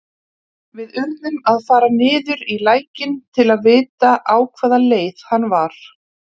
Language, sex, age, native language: Icelandic, female, 30-39, Icelandic